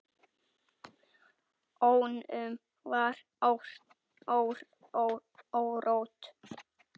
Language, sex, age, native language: Icelandic, female, 6, Icelandic